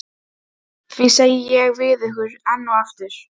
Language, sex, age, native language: Icelandic, female, 12, Icelandic